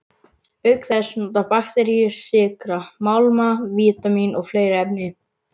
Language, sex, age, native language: Icelandic, male, 11, Icelandic